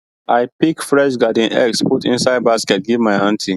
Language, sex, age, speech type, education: Nigerian Pidgin, male, 15-29, spontaneous, tertiary